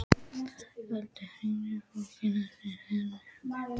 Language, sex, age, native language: Icelandic, male, 12, Icelandic